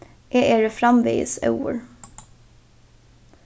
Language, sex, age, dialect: Faroese, female, 15-35, Norðuroyggjar